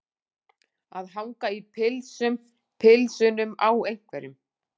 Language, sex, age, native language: Icelandic, female, 40-49, Icelandic